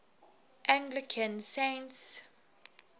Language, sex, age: English, female, 20